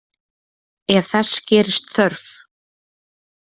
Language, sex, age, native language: Icelandic, female, 20-29, Icelandic